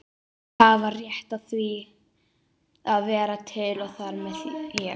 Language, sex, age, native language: Icelandic, female, 18-19, Icelandic